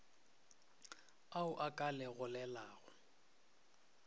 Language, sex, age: Northern Sotho, male, 23